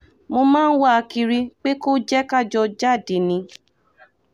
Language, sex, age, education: Yoruba, female, 15-29, tertiary